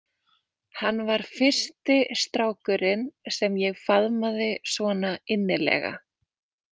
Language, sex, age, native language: Icelandic, female, 20-29, Icelandic